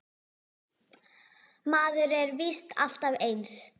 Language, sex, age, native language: Icelandic, female, 10, Icelandic